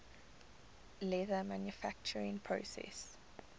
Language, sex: English, female